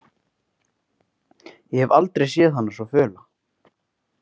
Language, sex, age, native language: Icelandic, male, 18-19, Icelandic